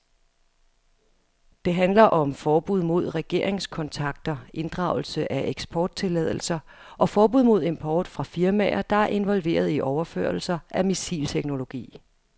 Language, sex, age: Danish, female, 35